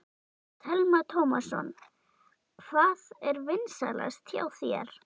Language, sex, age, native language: Icelandic, female, 11, Icelandic